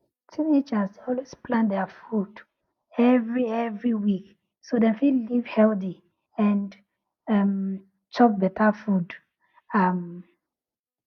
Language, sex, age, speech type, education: Nigerian Pidgin, female, 30-45, spontaneous, tertiary